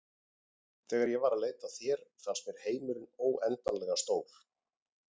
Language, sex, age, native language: Icelandic, male, 40-49, Icelandic